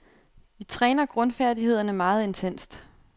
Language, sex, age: Danish, female, 28